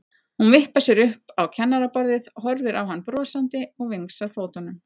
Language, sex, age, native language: Icelandic, female, 40-49, Icelandic